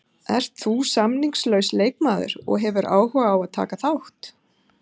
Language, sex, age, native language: Icelandic, female, 50-59, Icelandic